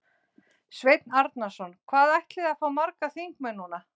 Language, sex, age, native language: Icelandic, female, 60-69, Icelandic